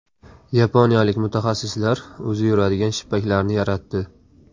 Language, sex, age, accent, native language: Uzbek, male, 18-24, Qashqadaryo, Uzbek